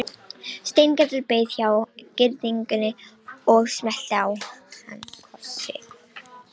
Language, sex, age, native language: Icelandic, female, 18-19, Romanian